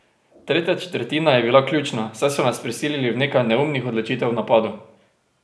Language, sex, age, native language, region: Slovenian, male, 18-29, Slovenian, Drava region